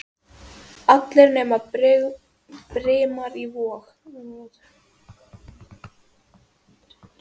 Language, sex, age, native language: Icelandic, female, 10, Icelandic